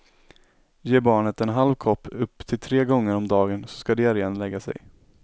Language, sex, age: Swedish, male, 17